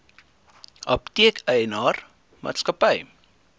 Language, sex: Afrikaans, male